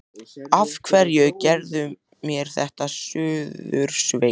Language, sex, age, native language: Icelandic, male, 14, Icelandic